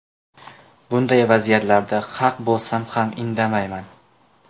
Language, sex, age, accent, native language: Uzbek, male, 18-24, Namangan, Uzbek